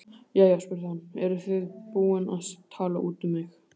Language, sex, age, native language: Icelandic, male, 18-19, Icelandic